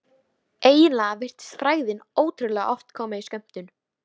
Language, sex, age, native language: Icelandic, female, 13, Icelandic